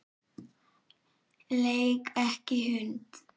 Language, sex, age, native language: Icelandic, male, 7, Icelandic